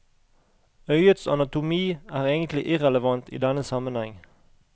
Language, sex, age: Norwegian, male, 38